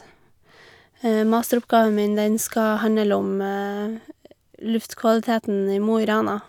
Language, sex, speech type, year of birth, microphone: Norwegian, female, spontaneous, 1989, Shure